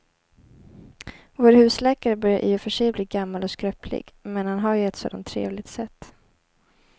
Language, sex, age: Swedish, female, 18